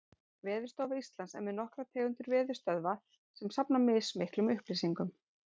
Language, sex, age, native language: Icelandic, female, 40-49, Icelandic